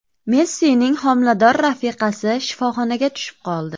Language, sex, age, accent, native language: Uzbek, female, 25-34, Farg'ona, Uzbek